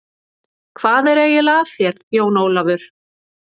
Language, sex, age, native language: Icelandic, female, 30-39, Icelandic